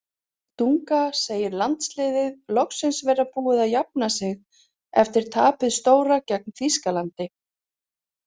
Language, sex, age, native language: Icelandic, female, 40-49, Icelandic